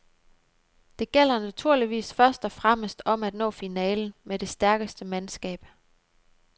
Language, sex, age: Danish, female, 29